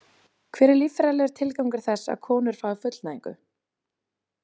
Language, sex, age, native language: Icelandic, female, 20-29, Icelandic